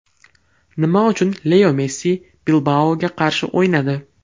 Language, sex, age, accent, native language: Uzbek, male, 12-17, Farg'ona, Uzbek